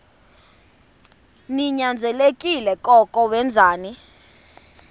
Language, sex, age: Xhosa, female, 32